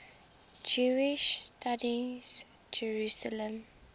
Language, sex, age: English, female, 23